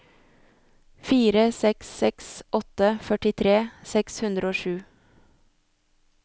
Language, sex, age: Norwegian, female, 24